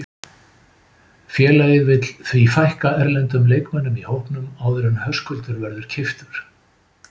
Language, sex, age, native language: Icelandic, male, 50-59, Icelandic